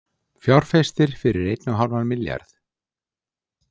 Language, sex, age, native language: Icelandic, male, 60-69, Icelandic